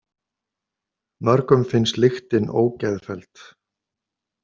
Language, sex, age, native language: Icelandic, male, 50-59, Icelandic